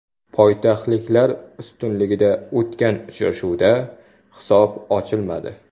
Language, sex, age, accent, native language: Uzbek, male, 19-29, Samarqand, Uzbek